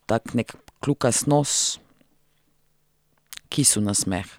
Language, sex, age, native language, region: Slovenian, female, 30-49, Slovenian, Central Slovenia